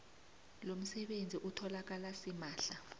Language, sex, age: South Ndebele, female, 29